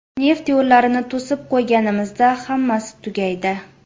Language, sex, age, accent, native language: Uzbek, female, 25-34, Farg'ona, Uzbek